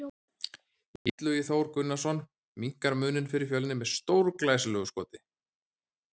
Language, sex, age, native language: Icelandic, male, 30-39, Icelandic